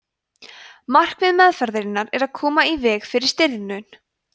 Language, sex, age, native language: Icelandic, female, 20-29, Icelandic